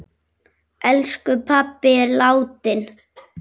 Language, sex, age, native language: Icelandic, male, 6, Icelandic